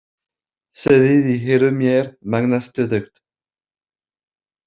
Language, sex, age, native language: Icelandic, male, 50-59, French